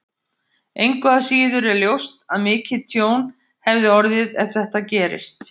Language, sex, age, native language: Icelandic, female, 50-59, Icelandic